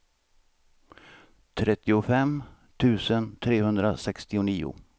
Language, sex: Swedish, male